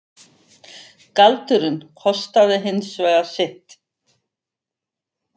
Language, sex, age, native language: Icelandic, female, 50-59, Icelandic